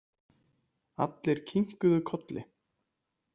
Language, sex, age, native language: Icelandic, male, 20-29, Icelandic